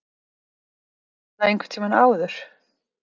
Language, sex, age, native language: Icelandic, female, 30-39, Icelandic